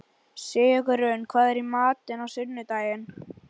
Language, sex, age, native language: Icelandic, male, 11, Icelandic